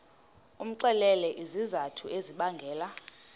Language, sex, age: Xhosa, female, 31